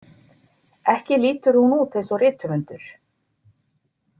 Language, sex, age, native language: Icelandic, female, 40-49, Icelandic